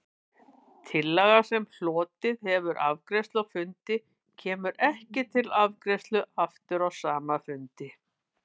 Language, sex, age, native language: Icelandic, female, 50-59, Icelandic